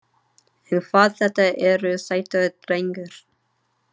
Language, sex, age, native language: Icelandic, female, 30-39, English